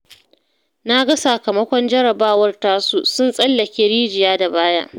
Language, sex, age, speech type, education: Hausa, female, 30-45, read, secondary